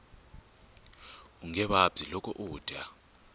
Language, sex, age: Tsonga, male, 24